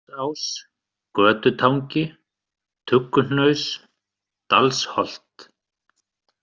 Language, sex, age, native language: Icelandic, male, 30-39, Icelandic